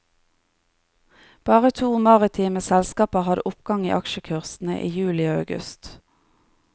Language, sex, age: Norwegian, female, 30